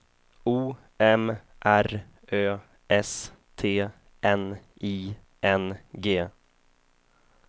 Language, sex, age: Swedish, male, 31